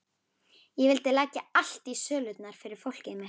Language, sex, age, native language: Icelandic, female, 11, Icelandic